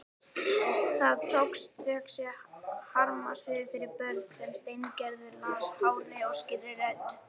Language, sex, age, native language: Icelandic, female, 18-19, Icelandic